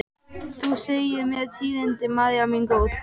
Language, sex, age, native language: Icelandic, female, 12, Icelandic